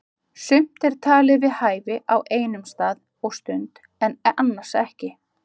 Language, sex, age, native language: Icelandic, female, 50-59, Icelandic